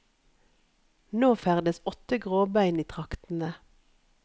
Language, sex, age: Norwegian, female, 51